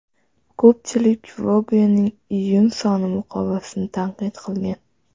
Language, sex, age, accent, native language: Uzbek, female, 12-17, Toshkent viloyati, Uzbek